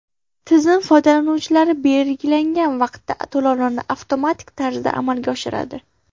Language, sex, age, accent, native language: Uzbek, female, under 19, Farg'ona, Uzbek